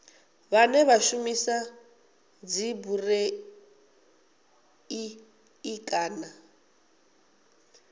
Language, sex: Venda, female